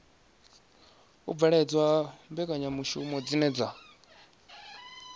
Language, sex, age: Venda, male, 19